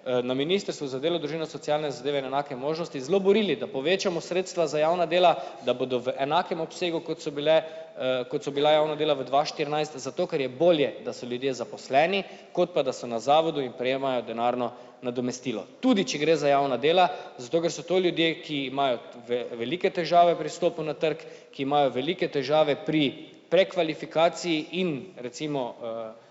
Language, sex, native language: Slovenian, male, Slovenian